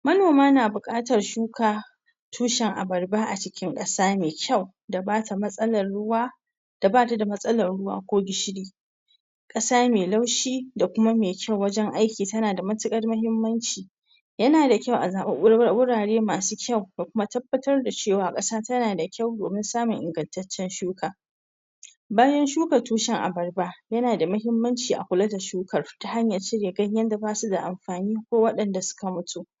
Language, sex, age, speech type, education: Hausa, female, 46-60, spontaneous, tertiary